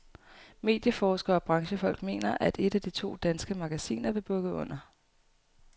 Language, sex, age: Danish, female, 18